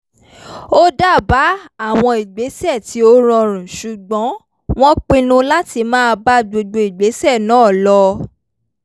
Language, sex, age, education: Yoruba, female, 15-29, tertiary